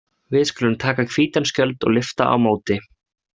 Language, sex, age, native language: Icelandic, male, 20-29, Icelandic